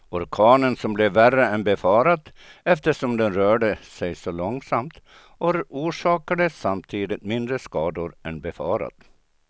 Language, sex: Swedish, male